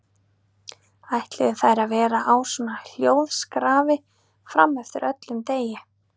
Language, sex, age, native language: Icelandic, female, 30-39, Icelandic